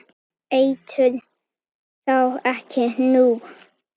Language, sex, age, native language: Icelandic, female, 9, Icelandic